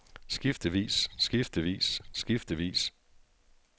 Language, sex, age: Danish, male, 42